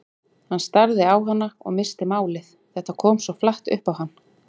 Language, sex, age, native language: Icelandic, female, 40-49, Icelandic